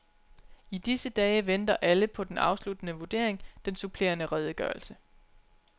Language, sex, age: Danish, female, 29